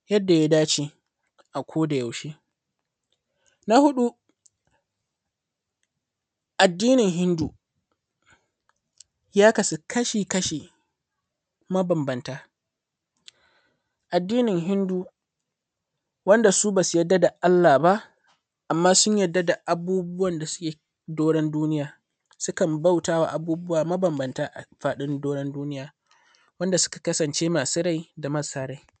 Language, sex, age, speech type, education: Hausa, male, 15-29, spontaneous, secondary